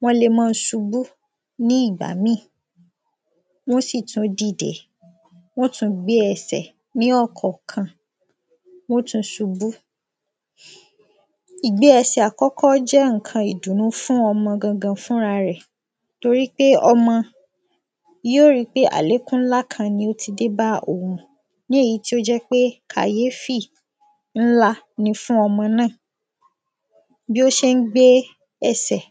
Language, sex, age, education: Yoruba, female, 15-29, secondary